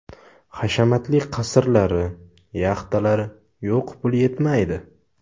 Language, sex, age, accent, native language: Uzbek, male, 18-24, Samarqand, Uzbek